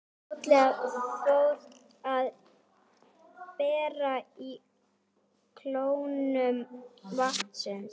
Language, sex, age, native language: Icelandic, female, 12, Icelandic